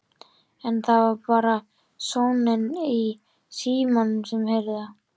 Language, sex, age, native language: Icelandic, male, 13, Icelandic